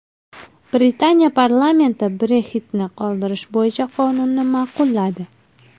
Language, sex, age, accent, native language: Uzbek, female, 19-29, Farg'ona, Uzbek